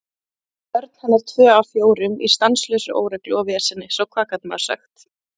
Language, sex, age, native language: Icelandic, female, 30-39, Icelandic